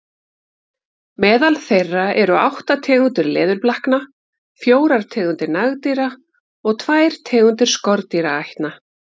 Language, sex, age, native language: Icelandic, female, 50-59, Icelandic